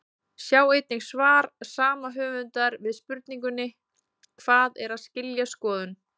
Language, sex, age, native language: Icelandic, female, 20-29, Icelandic